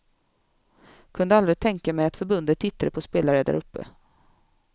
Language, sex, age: Swedish, female, 24